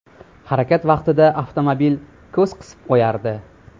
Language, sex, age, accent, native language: Uzbek, male, 25-34, Namangan, Uzbek